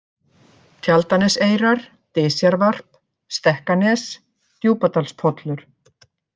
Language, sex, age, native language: Icelandic, female, 50-59, Icelandic